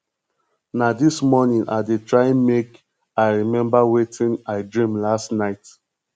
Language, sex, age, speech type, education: Nigerian Pidgin, male, 15-29, spontaneous, tertiary